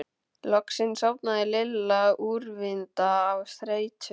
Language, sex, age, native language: Icelandic, male, 12, Icelandic